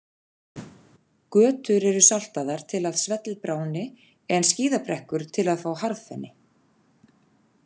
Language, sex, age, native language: Icelandic, female, 40-49, Icelandic